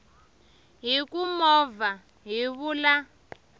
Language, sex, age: Tsonga, female, 23